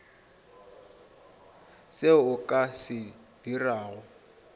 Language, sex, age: Northern Sotho, female, 26